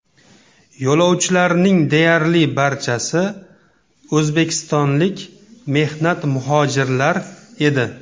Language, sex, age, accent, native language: Uzbek, male, 35+, Namangan, Uzbek